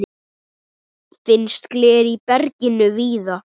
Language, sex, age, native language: Icelandic, male, 9, Icelandic